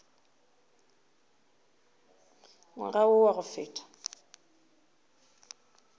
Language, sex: Northern Sotho, female